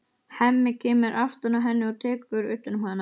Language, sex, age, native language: Icelandic, male, 12, Icelandic